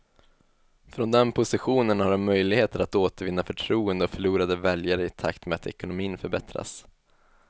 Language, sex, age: Swedish, male, 21